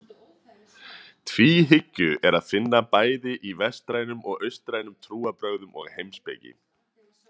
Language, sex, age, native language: Icelandic, male, 30-39, Icelandic